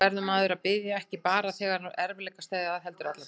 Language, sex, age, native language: Icelandic, female, 60-69, Icelandic